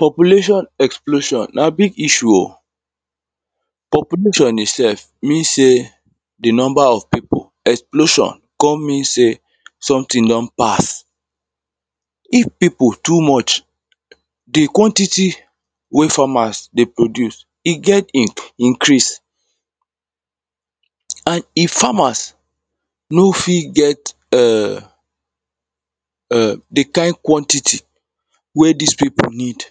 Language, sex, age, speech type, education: Nigerian Pidgin, male, 30-45, spontaneous, tertiary